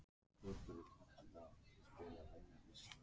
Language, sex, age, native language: Icelandic, other, 60-69, Icelandic